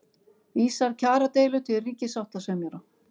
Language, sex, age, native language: Icelandic, female, 50-59, Icelandic